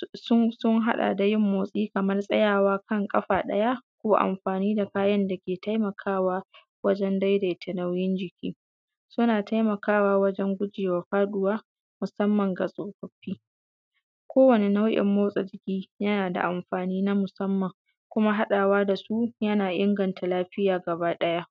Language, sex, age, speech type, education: Hausa, female, 15-29, spontaneous, secondary